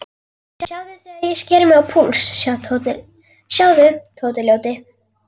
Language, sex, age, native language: Icelandic, female, 11, Icelandic